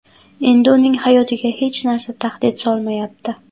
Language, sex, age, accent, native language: Uzbek, female, 18-24, Buxoro, Uzbek